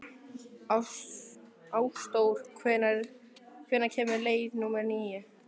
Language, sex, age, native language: Icelandic, male, 12, Icelandic